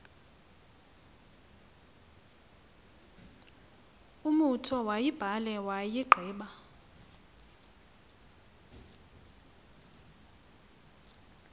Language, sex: Xhosa, female